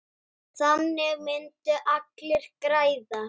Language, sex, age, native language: Icelandic, male, 9, Icelandic